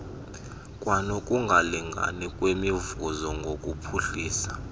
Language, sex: Xhosa, male